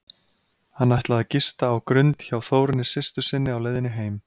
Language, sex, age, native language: Icelandic, male, 30-39, Icelandic